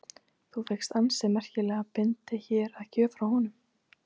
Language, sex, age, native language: Icelandic, female, 20-29, Icelandic